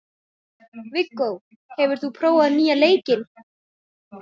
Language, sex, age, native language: Icelandic, male, 14, Icelandic